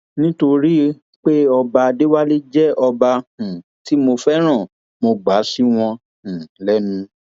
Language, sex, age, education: Yoruba, male, 15-29, tertiary